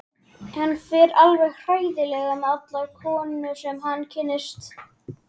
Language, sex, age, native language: Icelandic, male, 12, Icelandic